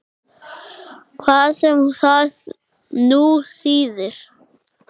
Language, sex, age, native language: Icelandic, male, 7, Icelandic